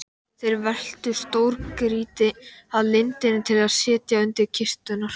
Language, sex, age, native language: Icelandic, male, 12, Icelandic